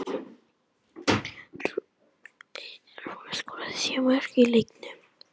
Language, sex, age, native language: Icelandic, female, 18-19, Icelandic